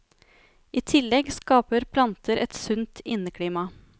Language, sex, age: Norwegian, female, 33